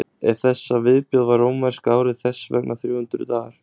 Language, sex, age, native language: Icelandic, male, 20-29, Icelandic